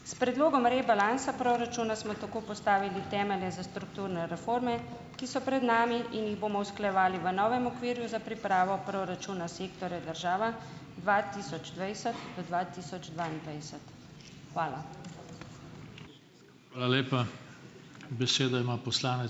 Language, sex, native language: Slovenian, female, Slovenian